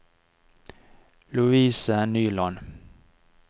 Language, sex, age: Norwegian, male, 49